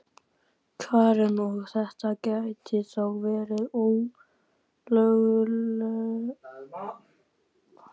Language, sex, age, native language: Icelandic, male, 14, Icelandic